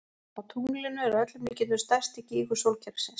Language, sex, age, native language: Icelandic, female, 40-49, Icelandic